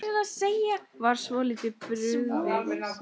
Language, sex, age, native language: Icelandic, female, 18-19, Icelandic